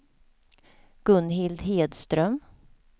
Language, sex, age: Swedish, female, 48